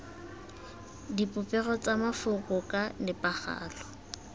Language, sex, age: Tswana, female, 18